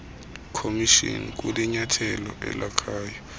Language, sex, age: Xhosa, male, 33